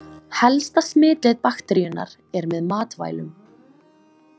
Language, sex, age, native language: Icelandic, female, 20-29, Icelandic